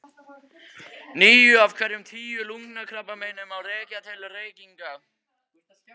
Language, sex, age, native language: Icelandic, male, 14, Icelandic